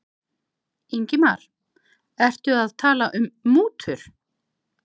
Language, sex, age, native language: Icelandic, other, 50-59, Icelandic